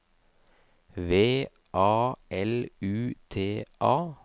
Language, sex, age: Norwegian, male, 37